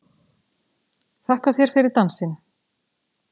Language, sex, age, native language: Icelandic, female, 30-39, Icelandic